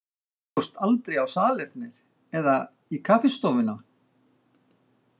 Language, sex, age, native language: Icelandic, male, 60-69, Icelandic